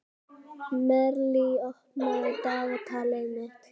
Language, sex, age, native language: Icelandic, other, 11, Icelandic